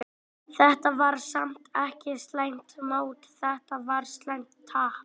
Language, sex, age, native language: Icelandic, male, 18-19, Icelandic